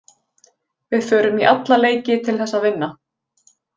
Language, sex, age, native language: Icelandic, female, 20-29, Icelandic